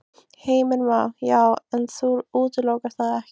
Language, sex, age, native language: Icelandic, female, 15, Icelandic